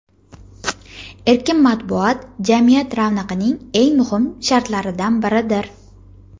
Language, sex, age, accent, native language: Uzbek, female, 19-29, Jizzax, Uzbek